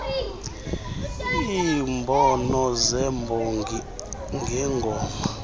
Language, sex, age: Xhosa, male, 35